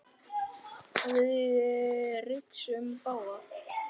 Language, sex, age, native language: Icelandic, male, 9, Icelandic